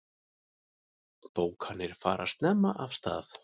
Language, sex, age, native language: Icelandic, male, 6, Icelandic